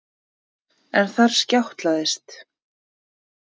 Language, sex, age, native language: Icelandic, female, 30-39, Icelandic